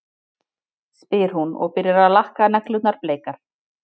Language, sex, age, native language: Icelandic, female, 30-39, Icelandic